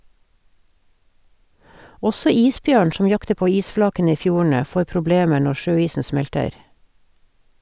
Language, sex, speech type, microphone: Norwegian, female, read, Sennheiser